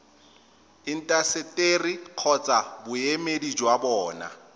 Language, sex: Tswana, male